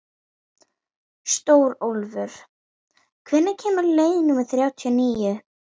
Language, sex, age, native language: Icelandic, female, 11, Icelandic